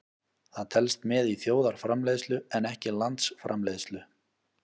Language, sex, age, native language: Icelandic, male, 30-39, Icelandic